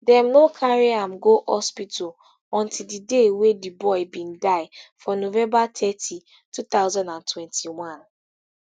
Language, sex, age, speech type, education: Nigerian Pidgin, female, 15-29, spontaneous, tertiary